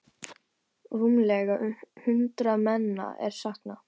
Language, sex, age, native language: Icelandic, female, 18-19, Icelandic